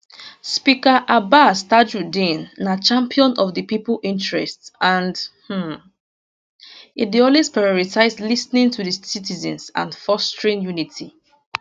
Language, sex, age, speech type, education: Nigerian Pidgin, female, 15-29, spontaneous, tertiary